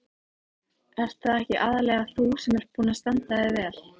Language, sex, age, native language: Icelandic, female, 18-19, Icelandic